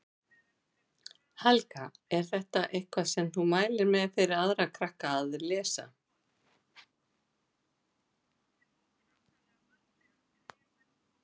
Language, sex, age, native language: Icelandic, female, 50-59, Icelandic